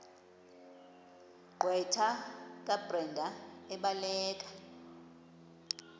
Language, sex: Xhosa, female